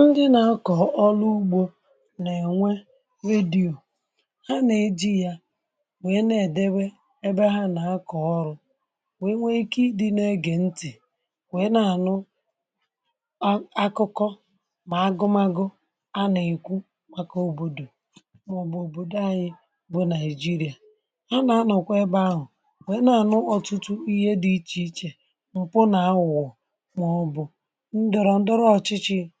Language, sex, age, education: Igbo, male, 46-60, tertiary